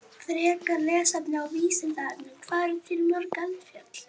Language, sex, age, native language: Icelandic, female, 40-49, Icelandic